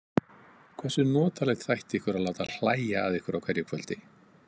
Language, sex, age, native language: Icelandic, male, 50-59, Icelandic